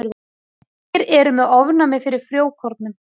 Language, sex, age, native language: Icelandic, female, 30-39, Icelandic